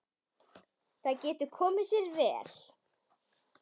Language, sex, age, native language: Icelandic, female, 10, Icelandic